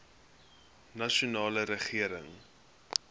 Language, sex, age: Afrikaans, male, 21